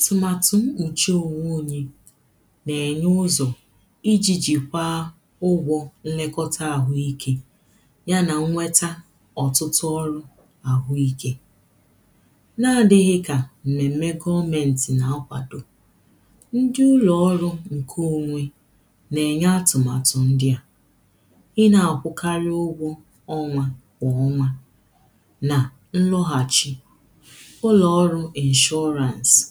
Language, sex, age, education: Igbo, female, 15-29, tertiary